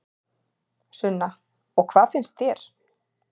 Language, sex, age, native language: Icelandic, female, 30-39, Icelandic